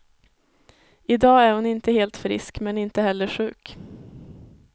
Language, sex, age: Swedish, female, 21